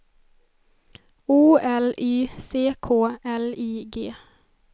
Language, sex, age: Swedish, female, 20